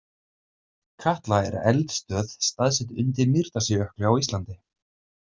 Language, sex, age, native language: Icelandic, male, 30-39, Icelandic